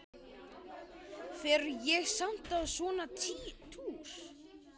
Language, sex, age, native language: Icelandic, male, 12, Icelandic